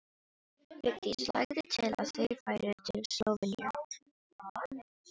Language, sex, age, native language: Icelandic, female, 18-19, Filipino